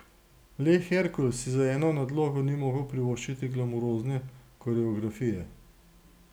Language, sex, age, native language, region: Slovenian, male, 60+, Slovenian, Gorenjska region